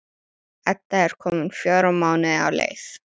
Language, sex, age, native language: Icelandic, female, 12, Icelandic